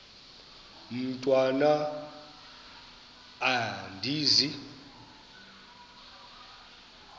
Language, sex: Xhosa, male